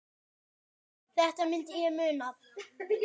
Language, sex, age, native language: Icelandic, male, 10, Icelandic